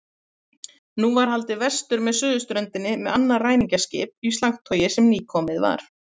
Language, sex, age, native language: Icelandic, female, 30-39, Icelandic